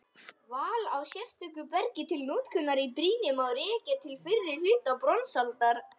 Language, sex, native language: Icelandic, male, Icelandic